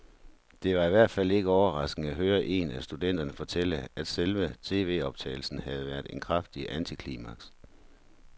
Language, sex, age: Danish, male, 43